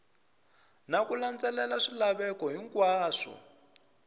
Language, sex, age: Tsonga, male, 20